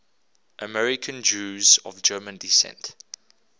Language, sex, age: English, male, 24